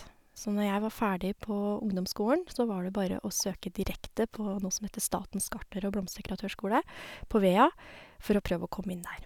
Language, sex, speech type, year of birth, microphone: Norwegian, female, spontaneous, 1970, Sennheiser